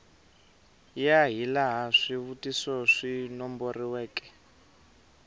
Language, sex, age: Tsonga, male, 23